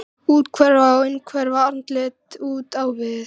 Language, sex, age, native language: Icelandic, female, 13, Icelandic